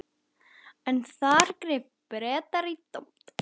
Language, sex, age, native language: Icelandic, female, 12, Icelandic